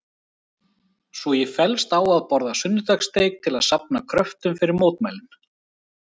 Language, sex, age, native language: Icelandic, male, 30-39, Icelandic